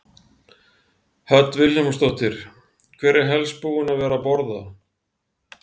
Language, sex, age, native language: Icelandic, male, 40-49, Icelandic